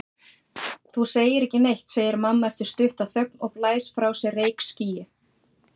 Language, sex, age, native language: Icelandic, female, 40-49, Icelandic